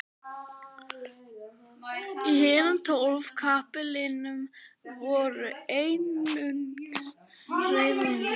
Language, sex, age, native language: Icelandic, male, 11, Icelandic